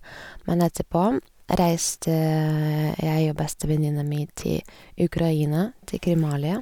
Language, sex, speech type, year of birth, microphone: Norwegian, female, spontaneous, 1986, Sennheiser